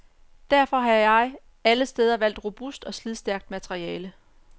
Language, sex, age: Danish, female, 34